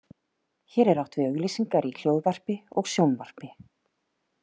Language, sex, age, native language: Icelandic, female, 30-39, Icelandic